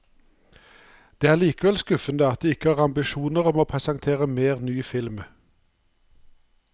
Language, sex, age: Norwegian, male, 59